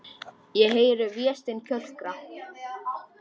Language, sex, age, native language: Icelandic, male, 10, Icelandic